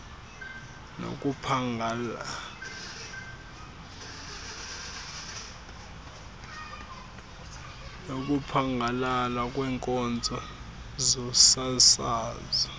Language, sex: Xhosa, male